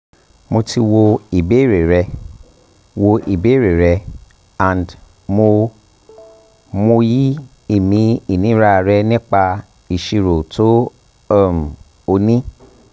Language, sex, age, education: Yoruba, male, 30-45, tertiary